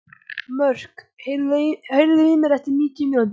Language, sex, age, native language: Icelandic, male, 14, Icelandic